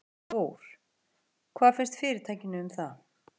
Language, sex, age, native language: Icelandic, female, 40-49, Icelandic